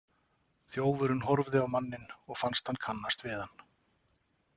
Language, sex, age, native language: Icelandic, male, 40-49, Icelandic